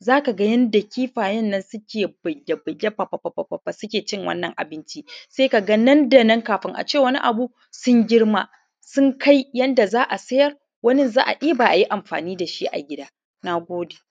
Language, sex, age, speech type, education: Hausa, male, 15-29, spontaneous, primary